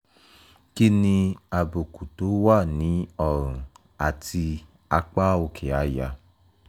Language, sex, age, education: Yoruba, male, 15-29, tertiary